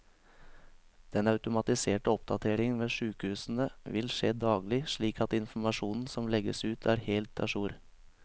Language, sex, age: Norwegian, male, 23